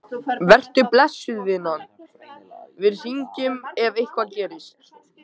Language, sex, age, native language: Icelandic, male, 14, Icelandic